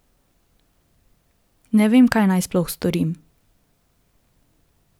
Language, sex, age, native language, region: Slovenian, female, 18-29, Slovenian, Drava region